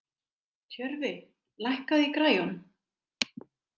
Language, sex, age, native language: Icelandic, female, 60-69, Icelandic